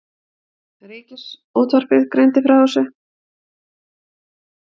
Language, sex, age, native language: Icelandic, female, 50-59, Icelandic